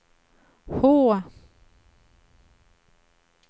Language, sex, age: Swedish, female, 38